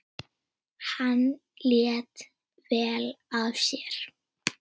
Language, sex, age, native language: Icelandic, female, 10, Icelandic